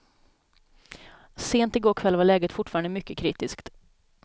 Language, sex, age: Swedish, female, 27